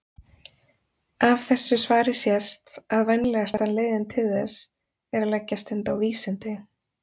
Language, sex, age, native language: Icelandic, female, 30-39, Icelandic